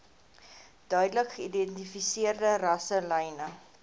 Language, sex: Afrikaans, female